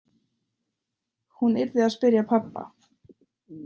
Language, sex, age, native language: Icelandic, female, 30-39, Icelandic